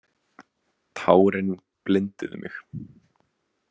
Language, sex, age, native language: Icelandic, male, 20-29, Icelandic